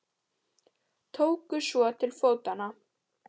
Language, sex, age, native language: Icelandic, female, 18-19, Icelandic